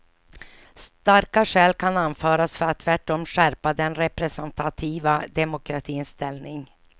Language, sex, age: Swedish, female, 49